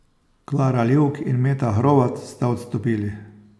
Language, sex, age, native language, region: Slovenian, male, 60+, Slovenian, Posavska region